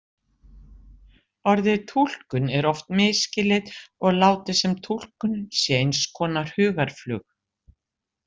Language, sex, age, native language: Icelandic, female, 60-69, Icelandic